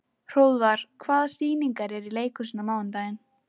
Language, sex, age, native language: Icelandic, female, 14, Icelandic